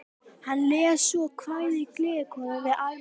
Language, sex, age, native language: Icelandic, female, 12, Icelandic